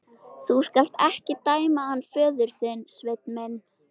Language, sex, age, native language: Icelandic, female, 13, Icelandic